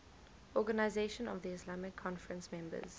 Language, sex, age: English, female, 19